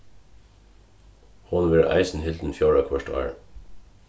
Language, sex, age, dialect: Faroese, male, 36-60, Suðurstreymoy